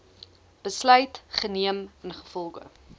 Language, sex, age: Afrikaans, female, 20